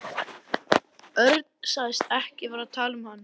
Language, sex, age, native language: Icelandic, male, 11, Icelandic